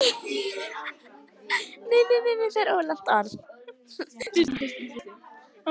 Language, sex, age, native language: Icelandic, other, 50-59, Icelandic